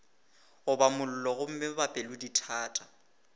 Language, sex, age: Northern Sotho, male, 18